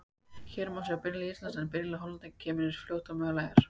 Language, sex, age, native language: Icelandic, female, 18-19, Icelandic